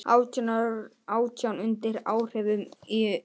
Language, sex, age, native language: Icelandic, male, 18-19, Icelandic